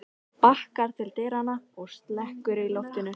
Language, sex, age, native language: Icelandic, female, 13, Icelandic